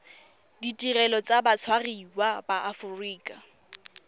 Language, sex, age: Tswana, female, 23